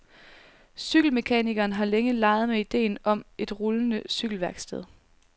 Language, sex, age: Danish, female, 19